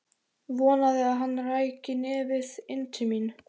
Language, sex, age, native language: Icelandic, male, 13, Icelandic